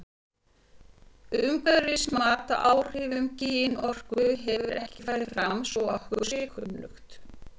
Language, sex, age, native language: Icelandic, female, 50-59, Icelandic